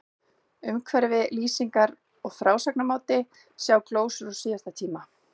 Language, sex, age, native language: Icelandic, female, 40-49, Icelandic